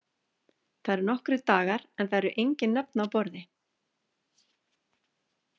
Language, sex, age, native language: Icelandic, female, 40-49, Icelandic